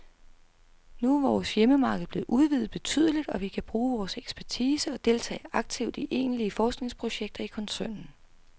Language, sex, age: Danish, female, 32